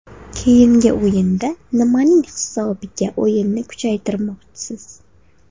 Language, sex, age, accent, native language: Uzbek, female, 18-24, Farg'ona, Uzbek